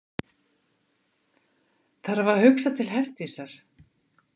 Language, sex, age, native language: Icelandic, female, 50-59, Icelandic